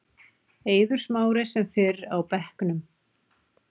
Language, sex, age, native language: Icelandic, female, 40-49, Icelandic